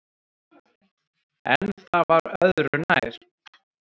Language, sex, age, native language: Icelandic, male, 30-39, Icelandic